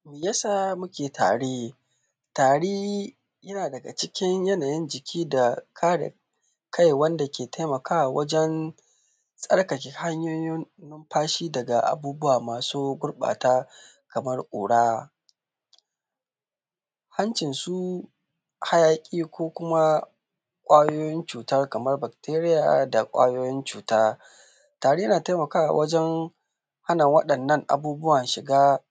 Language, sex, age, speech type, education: Hausa, male, 15-29, spontaneous, tertiary